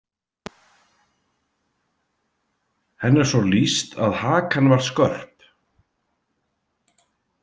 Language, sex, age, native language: Icelandic, male, 50-59, Icelandic